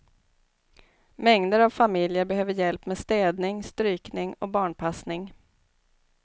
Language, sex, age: Swedish, female, 29